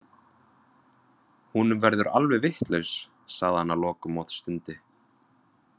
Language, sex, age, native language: Icelandic, male, 20-29, Vietnamese